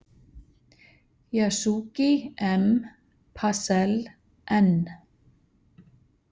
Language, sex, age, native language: Icelandic, female, 50-59, Icelandic